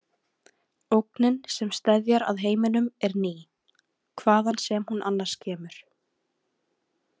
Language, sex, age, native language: Icelandic, female, 18-19, Icelandic